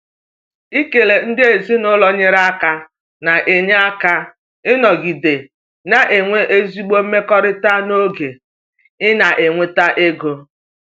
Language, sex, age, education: Igbo, female, 30-45, tertiary